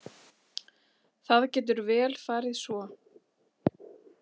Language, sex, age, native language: Icelandic, female, 40-49, Icelandic